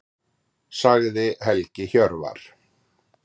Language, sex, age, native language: Icelandic, male, 40-49, Icelandic